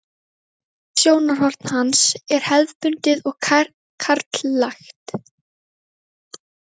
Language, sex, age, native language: Icelandic, female, 11, Icelandic